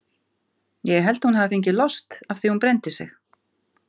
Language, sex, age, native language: Icelandic, female, 50-59, Icelandic